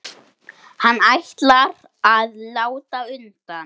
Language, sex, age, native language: Icelandic, male, 8, Icelandic